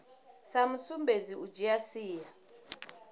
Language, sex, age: Venda, female, 34